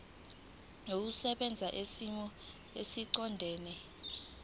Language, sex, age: Zulu, female, 19